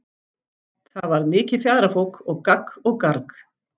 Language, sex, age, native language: Icelandic, female, 14, Icelandic